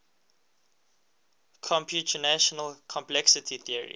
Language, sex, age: English, male, 19